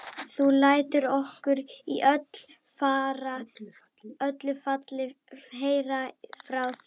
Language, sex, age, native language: Icelandic, female, 12, Icelandic